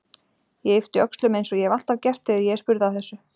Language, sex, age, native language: Icelandic, female, 40-49, Icelandic